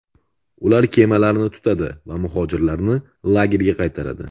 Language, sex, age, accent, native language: Uzbek, male, 18-24, Andijon, Uzbek